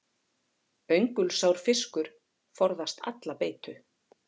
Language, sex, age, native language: Icelandic, female, 40-49, Icelandic